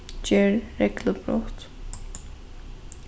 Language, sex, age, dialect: Faroese, female, 15-35, Norðurstreymoy/Eysturoy